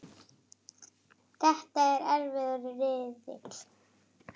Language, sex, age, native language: Icelandic, female, 8, Icelandic